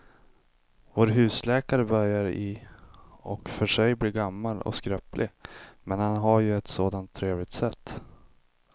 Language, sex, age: Swedish, male, 25